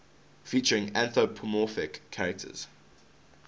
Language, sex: English, male